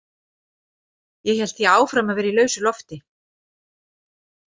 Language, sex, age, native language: Icelandic, female, 40-49, Icelandic